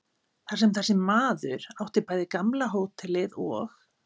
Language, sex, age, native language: Icelandic, female, 50-59, Icelandic